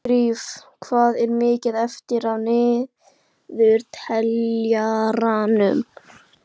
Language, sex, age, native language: Icelandic, female, 12, Icelandic